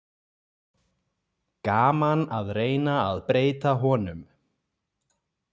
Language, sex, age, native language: Icelandic, male, 20-29, Icelandic